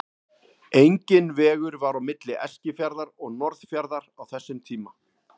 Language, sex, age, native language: Icelandic, male, 30-39, Icelandic